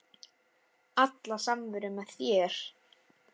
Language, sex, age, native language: Icelandic, male, 6, Icelandic